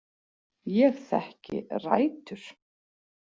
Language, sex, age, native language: Icelandic, female, 40-49, Icelandic